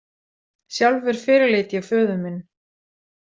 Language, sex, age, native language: Icelandic, female, 40-49, Icelandic